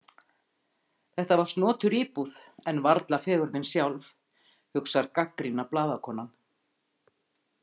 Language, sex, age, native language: Icelandic, female, 50-59, Icelandic